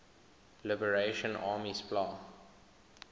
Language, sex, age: English, male, 21